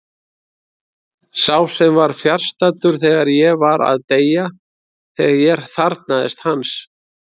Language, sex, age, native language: Icelandic, male, 30-39, Icelandic